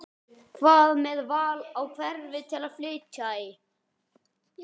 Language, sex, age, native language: Icelandic, female, 12, Icelandic